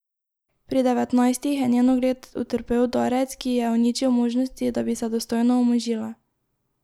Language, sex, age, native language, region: Slovenian, female, 18-29, Slovenian, Drava region